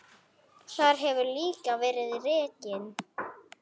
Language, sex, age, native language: Icelandic, female, 9, Icelandic